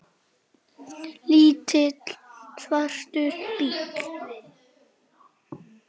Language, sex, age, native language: Icelandic, male, 6, Icelandic